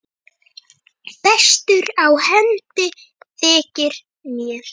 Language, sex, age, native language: Icelandic, female, 9, Icelandic